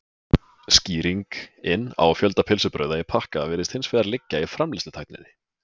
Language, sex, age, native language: Icelandic, male, 20-29, Icelandic